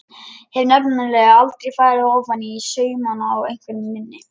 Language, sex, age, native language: Icelandic, male, 11, Lithuanian